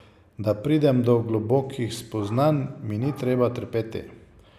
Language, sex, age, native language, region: Slovenian, male, 50-59, Slovenian, Savinja region